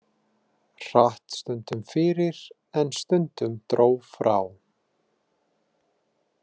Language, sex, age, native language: Icelandic, male, 30-39, Icelandic